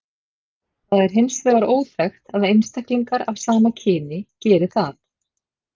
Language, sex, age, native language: Icelandic, female, 50-59, Icelandic